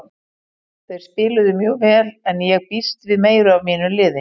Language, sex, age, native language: Icelandic, female, 40-49, Icelandic